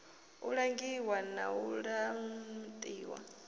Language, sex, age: Venda, female, 22